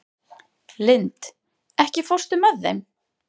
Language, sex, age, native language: Icelandic, female, 30-39, Icelandic